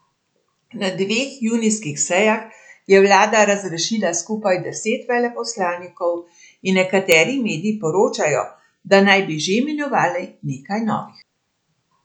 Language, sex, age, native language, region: Slovenian, female, 60+, Slovenian, Central Slovenia